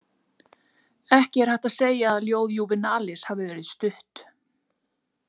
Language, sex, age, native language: Icelandic, female, 40-49, Icelandic